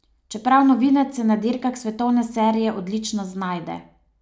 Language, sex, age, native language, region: Slovenian, female, 30-49, Slovenian, Savinja region